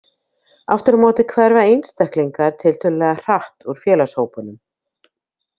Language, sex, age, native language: Icelandic, female, 50-59, Icelandic